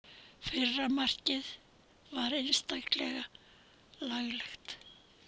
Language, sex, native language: Icelandic, female, Icelandic